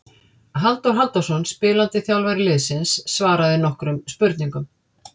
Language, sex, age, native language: Icelandic, female, 50-59, Icelandic